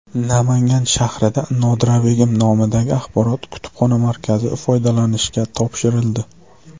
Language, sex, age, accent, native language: Uzbek, male, 19-29, Surxondaryo, Uzbek